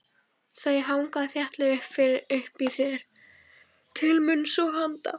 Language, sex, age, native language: Icelandic, female, 14, Icelandic